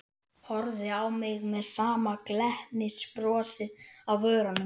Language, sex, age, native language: Icelandic, male, 11, Icelandic